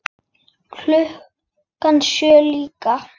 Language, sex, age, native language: Icelandic, female, 10, Icelandic